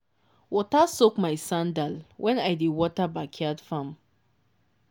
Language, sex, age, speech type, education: Nigerian Pidgin, female, 15-29, spontaneous, tertiary